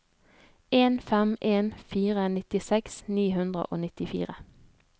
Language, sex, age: Norwegian, female, 32